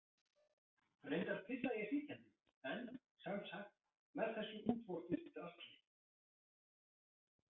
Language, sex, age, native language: Icelandic, male, 40-49, Icelandic